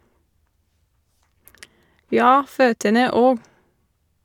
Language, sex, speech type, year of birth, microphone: Norwegian, female, read, 1987, Shure